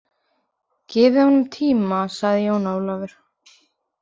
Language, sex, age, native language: Icelandic, female, 20-29, Icelandic